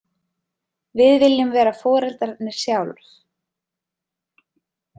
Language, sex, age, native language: Icelandic, female, 30-39, Icelandic